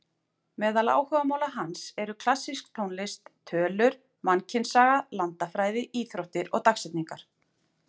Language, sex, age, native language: Icelandic, female, 40-49, Icelandic